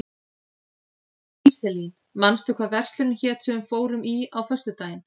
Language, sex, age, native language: Icelandic, female, 30-39, Icelandic